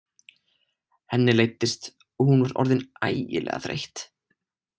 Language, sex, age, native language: Icelandic, male, 18-19, Icelandic